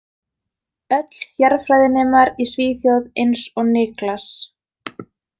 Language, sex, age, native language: Icelandic, female, 20-29, Icelandic